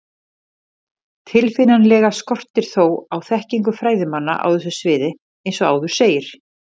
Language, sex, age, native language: Icelandic, female, 50-59, Icelandic